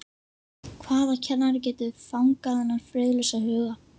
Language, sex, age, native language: Icelandic, female, 11, Icelandic